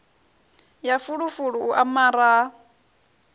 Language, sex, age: Venda, female, 21